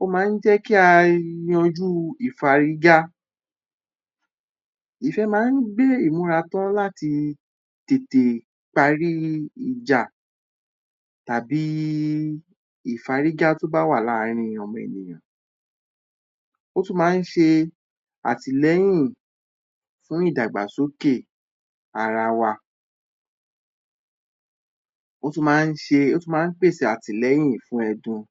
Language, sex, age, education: Yoruba, male, 30-45, tertiary